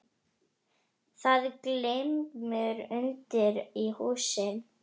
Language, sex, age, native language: Icelandic, female, 10, Icelandic